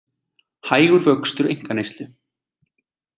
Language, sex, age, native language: Icelandic, male, 20-29, Icelandic